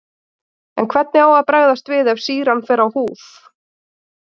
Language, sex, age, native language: Icelandic, female, 30-39, Icelandic